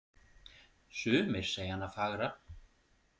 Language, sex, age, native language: Icelandic, male, 40-49, Icelandic